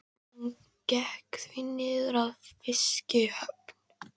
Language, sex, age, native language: Icelandic, female, 13, Icelandic